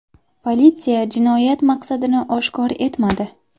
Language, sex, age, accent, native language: Uzbek, female, 18-24, Farg'ona, Uzbek